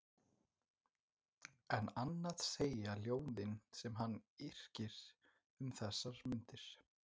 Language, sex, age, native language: Icelandic, male, 20-29, Icelandic